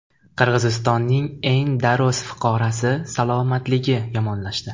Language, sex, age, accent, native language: Uzbek, male, 18-24, Toshkent viloyati, Uzbek